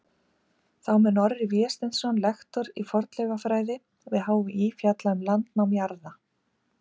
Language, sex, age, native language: Icelandic, female, 50-59, Icelandic